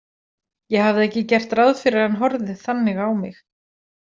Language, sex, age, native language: Icelandic, female, 40-49, Icelandic